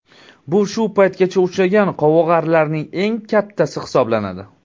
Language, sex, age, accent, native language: Uzbek, male, 19-29, Surxondaryo, Uzbek